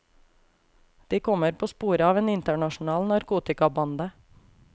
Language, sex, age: Norwegian, female, 28